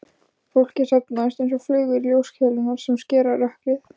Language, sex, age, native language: Icelandic, female, 15, Icelandic